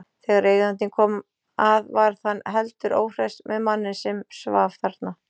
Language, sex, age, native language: Icelandic, female, 40-49, Icelandic